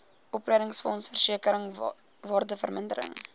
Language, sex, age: Afrikaans, female, 21